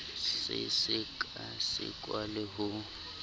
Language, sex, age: Southern Sotho, male, 23